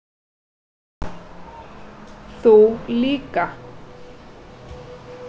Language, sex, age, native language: Icelandic, female, 30-39, Icelandic